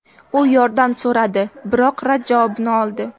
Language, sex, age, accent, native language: Uzbek, female, 18-24, Namangan, Uzbek